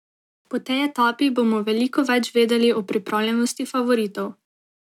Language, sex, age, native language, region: Slovenian, female, 18-29, Slovenian, Drava region